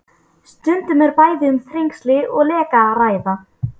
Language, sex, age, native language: Icelandic, female, 12, Polish